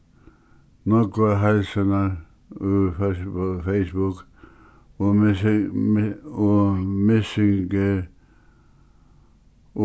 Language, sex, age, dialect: Faroese, male, 61+, Suðuroy